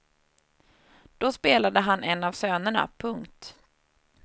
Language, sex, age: Swedish, female, 30